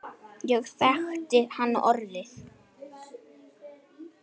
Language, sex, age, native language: Icelandic, male, 9, Icelandic